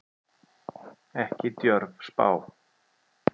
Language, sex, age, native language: Icelandic, male, 30-39, Icelandic